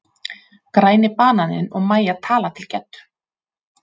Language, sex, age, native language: Icelandic, female, 40-49, Icelandic